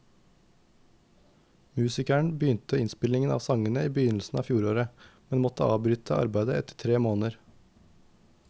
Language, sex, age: Norwegian, male, 19